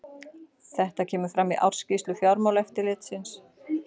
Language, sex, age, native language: Icelandic, female, 40-49, Icelandic